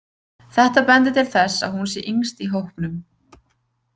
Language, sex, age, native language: Icelandic, female, 20-29, Icelandic